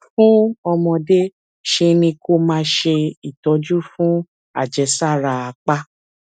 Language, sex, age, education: Yoruba, female, 15-29, tertiary